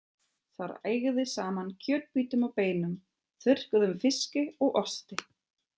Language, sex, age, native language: Icelandic, female, 30-39, German